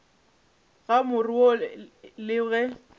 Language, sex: Northern Sotho, female